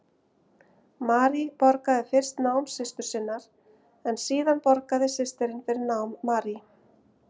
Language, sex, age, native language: Icelandic, female, 50-59, Icelandic